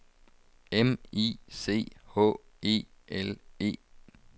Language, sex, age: Danish, male, 35